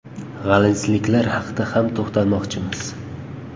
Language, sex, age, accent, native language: Uzbek, male, 18-24, Farg'ona, Uzbek